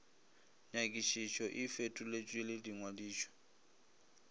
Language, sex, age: Northern Sotho, male, 25